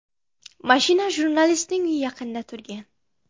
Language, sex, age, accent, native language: Uzbek, female, under 19, Xorazm, Uzbek